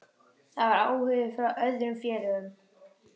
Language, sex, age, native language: Icelandic, female, 30-39, Icelandic